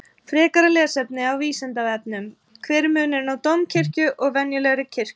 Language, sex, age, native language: Icelandic, female, 30-39, Icelandic